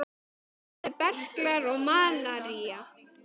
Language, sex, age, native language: Icelandic, male, 10, Icelandic